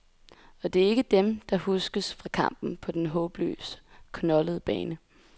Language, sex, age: Danish, female, 20